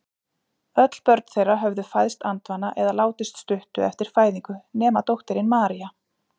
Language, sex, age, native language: Icelandic, female, 40-49, Icelandic